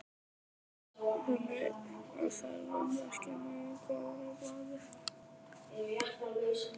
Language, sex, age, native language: Icelandic, male, 11, Icelandic